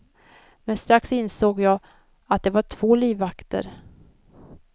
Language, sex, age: Swedish, female, 56